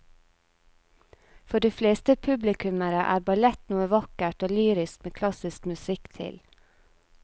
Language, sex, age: Norwegian, female, 34